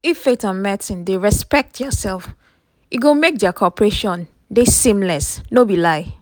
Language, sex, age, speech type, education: Nigerian Pidgin, female, 30-45, spontaneous, tertiary